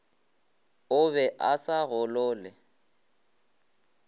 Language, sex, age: Northern Sotho, male, 20